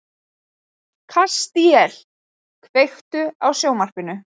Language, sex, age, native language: Icelandic, female, 20-29, Icelandic